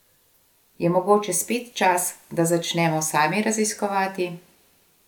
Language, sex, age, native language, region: Slovenian, female, 50-59, Slovenian, Gorenjska region